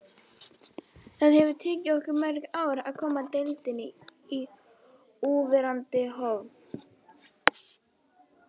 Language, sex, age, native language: Icelandic, female, 18-19, Icelandic